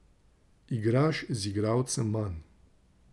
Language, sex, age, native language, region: Slovenian, male, 30-49, Slovenian, Drava region